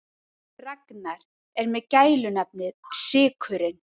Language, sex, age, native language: Icelandic, female, 30-39, Icelandic